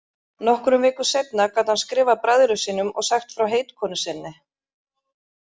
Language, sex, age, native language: Icelandic, female, 30-39, Icelandic